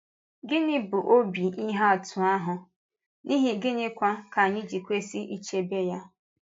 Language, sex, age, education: Igbo, female, 15-29, tertiary